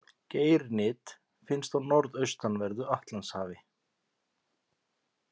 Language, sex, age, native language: Icelandic, male, 50-59, Icelandic